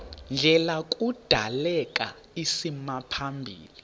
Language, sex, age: Xhosa, male, 30